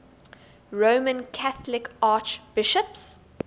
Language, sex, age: English, female, 22